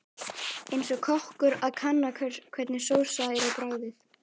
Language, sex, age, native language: Icelandic, male, 11, Icelandic